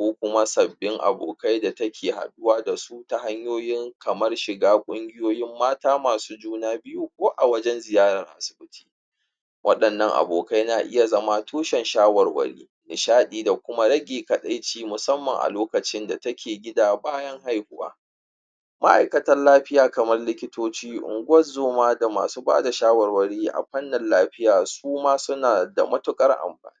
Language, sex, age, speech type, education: Hausa, male, 30-45, spontaneous, tertiary